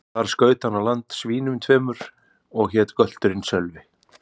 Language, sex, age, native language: Icelandic, male, 40-49, Icelandic